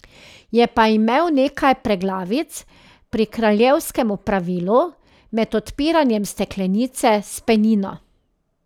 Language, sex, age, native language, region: Slovenian, female, 30-49, Slovenian, Drava region